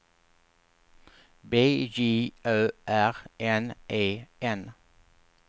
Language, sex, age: Swedish, male, 48